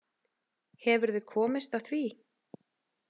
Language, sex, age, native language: Icelandic, female, 30-39, Icelandic